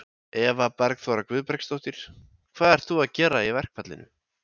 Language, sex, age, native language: Icelandic, male, 20-29, Icelandic